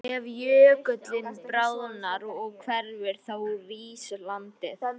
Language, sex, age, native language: Icelandic, female, 50-59, Icelandic